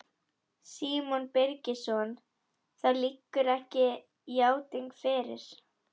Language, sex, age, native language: Icelandic, female, 11, Icelandic